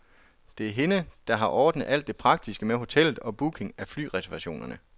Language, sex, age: Danish, male, 33